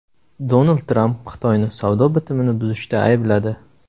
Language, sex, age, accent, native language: Uzbek, male, 18-24, Samarqand, Uzbek